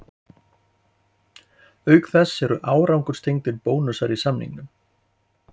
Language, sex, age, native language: Icelandic, male, 40-49, Icelandic